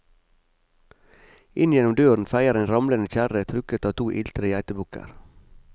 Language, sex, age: Norwegian, male, 45